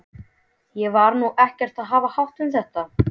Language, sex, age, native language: Icelandic, male, 12, Icelandic